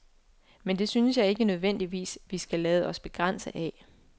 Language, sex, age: Danish, female, 24